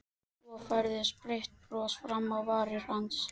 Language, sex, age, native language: Icelandic, male, 13, Icelandic